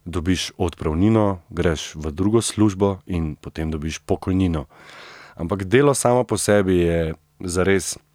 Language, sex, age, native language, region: Slovenian, male, 30-49, Slovenian, Central Slovenia